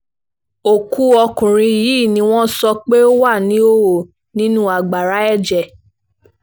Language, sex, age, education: Yoruba, female, 15-29, tertiary